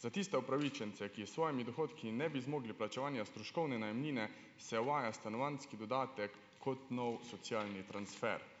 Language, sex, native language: Slovenian, male, Slovenian